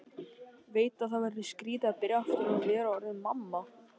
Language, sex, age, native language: Icelandic, male, 18-19, Icelandic